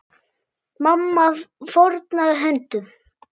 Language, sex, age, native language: Icelandic, male, 6, Icelandic